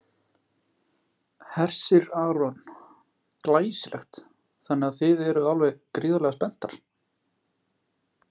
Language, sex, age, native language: Icelandic, male, 30-39, Icelandic